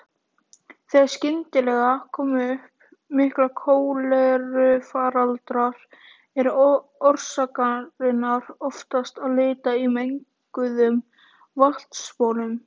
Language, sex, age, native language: Icelandic, female, 18-19, Icelandic